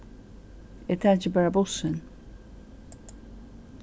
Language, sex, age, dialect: Faroese, female, 61+, Suðurstreymoy